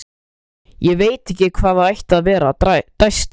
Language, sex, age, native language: Icelandic, male, 13, Icelandic